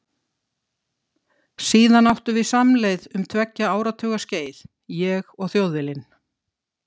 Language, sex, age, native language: Icelandic, female, 60-69, Icelandic